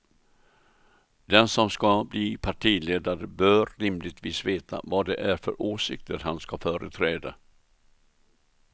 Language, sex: Swedish, male